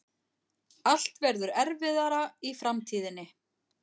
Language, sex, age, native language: Icelandic, female, 40-49, Icelandic